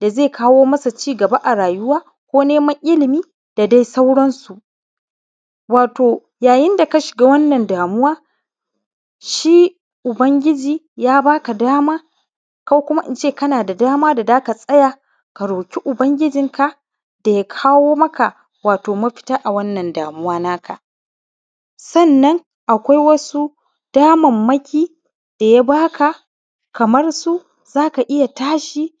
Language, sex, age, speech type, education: Hausa, male, 30-45, spontaneous, primary